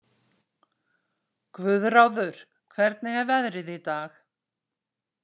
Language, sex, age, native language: Icelandic, female, 60-69, Icelandic